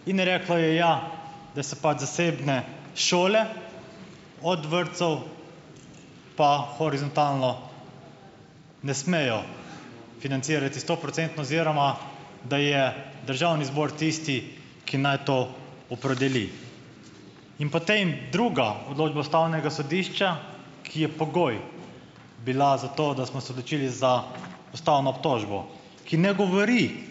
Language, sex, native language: Slovenian, male, Slovenian